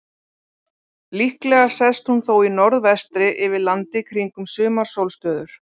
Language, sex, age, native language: Icelandic, female, 40-49, Icelandic